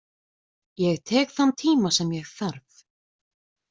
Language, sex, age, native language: Icelandic, female, 20-29, Icelandic